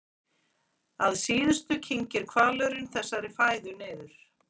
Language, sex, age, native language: Icelandic, female, 40-49, Icelandic